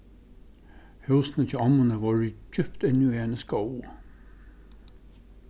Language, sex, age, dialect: Faroese, male, 61+, Suðurstreymoy